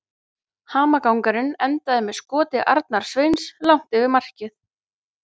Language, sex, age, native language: Icelandic, female, 30-39, Icelandic